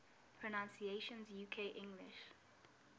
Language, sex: English, female